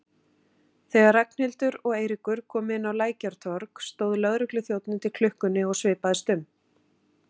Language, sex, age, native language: Icelandic, female, 40-49, Icelandic